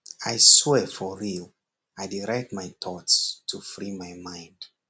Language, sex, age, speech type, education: Nigerian Pidgin, male, 15-29, spontaneous, secondary